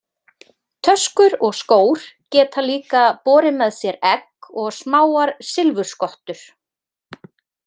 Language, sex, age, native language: Icelandic, female, 30-39, Icelandic